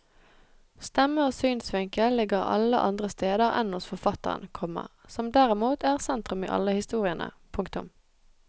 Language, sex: Norwegian, female